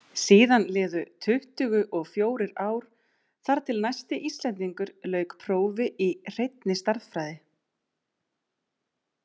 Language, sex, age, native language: Icelandic, female, 30-39, Icelandic